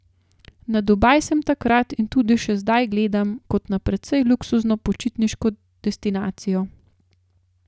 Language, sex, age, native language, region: Slovenian, female, 30-49, Slovenian, Gorenjska region